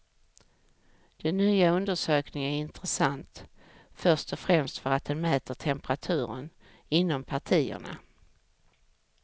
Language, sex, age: Swedish, female, 44